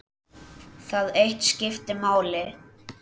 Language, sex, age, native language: Icelandic, male, 10, Icelandic